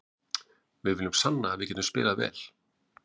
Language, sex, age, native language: Icelandic, male, 40-49, Icelandic